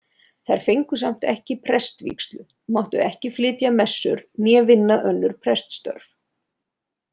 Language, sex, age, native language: Icelandic, female, 30-39, Icelandic